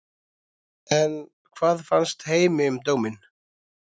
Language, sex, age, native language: Icelandic, male, 30-39, Icelandic